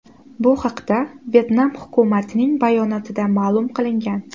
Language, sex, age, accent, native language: Uzbek, female, 18-24, Toshkent shahri, Uzbek